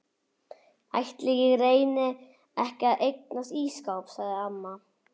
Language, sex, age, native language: Icelandic, male, 11, Icelandic